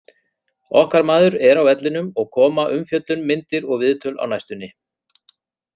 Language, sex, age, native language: Icelandic, male, 40-49, Icelandic